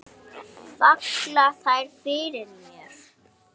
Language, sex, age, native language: Icelandic, male, 7, Icelandic